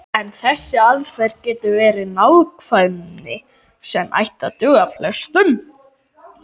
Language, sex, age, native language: Icelandic, male, 18-19, Icelandic